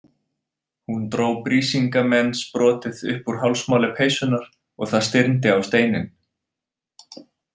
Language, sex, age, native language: Icelandic, male, 20-29, Icelandic